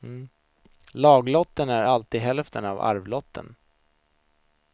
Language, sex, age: Swedish, male, 26